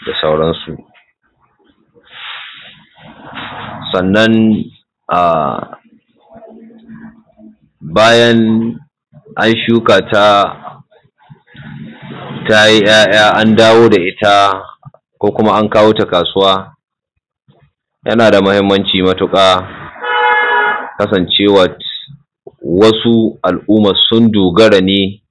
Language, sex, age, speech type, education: Hausa, male, 15-29, spontaneous, tertiary